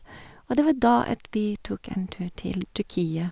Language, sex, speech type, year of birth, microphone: Norwegian, female, spontaneous, 1961, Sennheiser